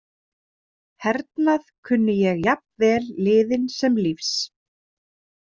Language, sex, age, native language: Icelandic, female, 30-39, Icelandic